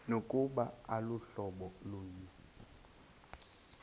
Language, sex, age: Xhosa, male, 26